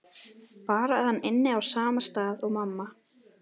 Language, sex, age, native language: Icelandic, female, 12, Icelandic